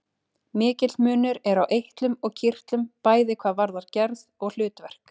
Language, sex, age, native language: Icelandic, female, 30-39, Icelandic